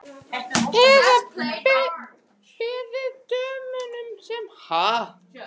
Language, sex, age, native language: Icelandic, male, 12, Icelandic